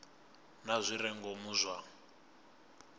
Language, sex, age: Venda, male, 24